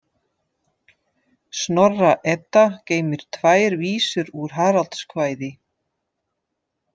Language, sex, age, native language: Icelandic, female, 50-59, Dutch